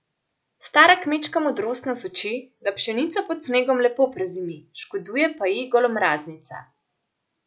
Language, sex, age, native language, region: Slovenian, female, 18-29, Slovenian, Central Slovenia